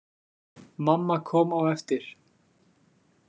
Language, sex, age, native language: Icelandic, male, 20-29, Icelandic